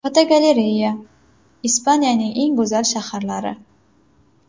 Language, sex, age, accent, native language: Uzbek, female, 18-24, Samarqand, Uzbek